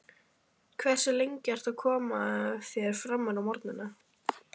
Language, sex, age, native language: Icelandic, female, 12, Icelandic